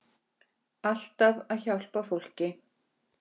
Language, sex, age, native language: Icelandic, female, 10, Icelandic